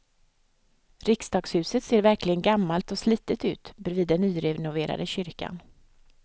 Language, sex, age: Swedish, female, 55